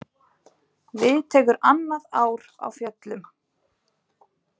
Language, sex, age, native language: Icelandic, female, 20-29, Icelandic